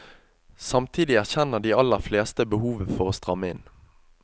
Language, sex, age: Norwegian, male, 25